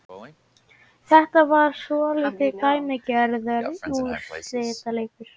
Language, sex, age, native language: Icelandic, male, 18-19, Icelandic